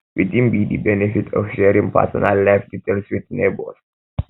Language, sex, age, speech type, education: Nigerian Pidgin, male, 15-29, spontaneous, tertiary